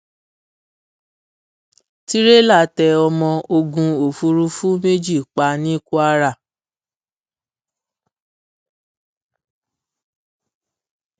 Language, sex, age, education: Yoruba, female, 30-45, tertiary